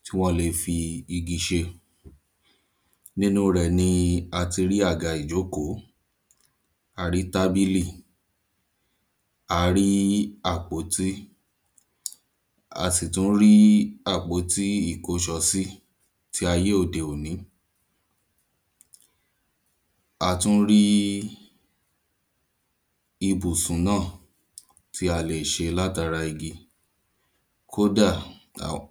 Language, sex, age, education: Yoruba, male, 15-29, primary